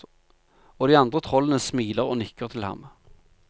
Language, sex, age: Norwegian, male, 45